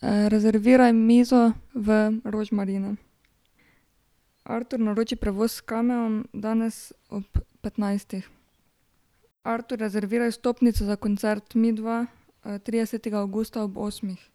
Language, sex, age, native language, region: Slovenian, female, 18-29, Slovenian, Drava region